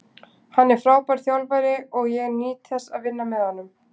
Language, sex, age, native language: Icelandic, female, 20-29, Icelandic